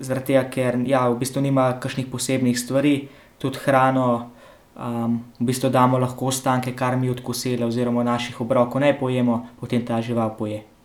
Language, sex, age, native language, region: Slovenian, male, 18-29, Slovenian, Central Slovenia